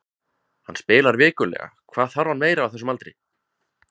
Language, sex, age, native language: Icelandic, male, 20-29, Icelandic